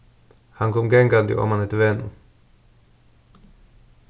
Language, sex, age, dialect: Faroese, male, 36-60, Suðurstreymoy